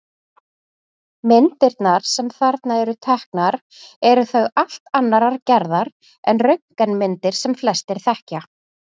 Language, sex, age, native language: Icelandic, female, 40-49, Icelandic